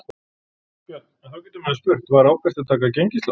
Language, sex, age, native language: Icelandic, male, 40-49, Icelandic